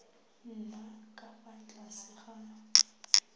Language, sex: Tswana, female